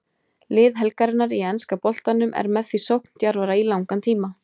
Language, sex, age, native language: Icelandic, female, 20-29, Icelandic